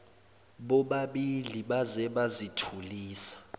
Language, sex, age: Zulu, male, 20